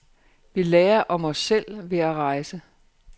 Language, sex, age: Danish, female, 49